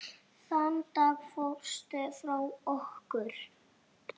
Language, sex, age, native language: Icelandic, female, 6, Icelandic